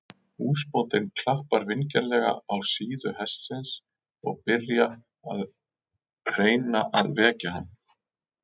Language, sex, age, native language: Icelandic, male, 40-49, Icelandic